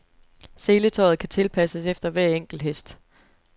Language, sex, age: Danish, female, 29